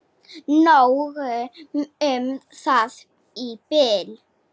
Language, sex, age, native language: Icelandic, female, 7, Slovak